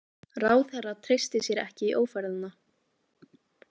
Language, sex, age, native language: Icelandic, female, 18-19, Icelandic